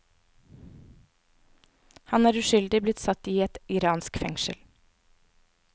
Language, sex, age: Norwegian, female, 24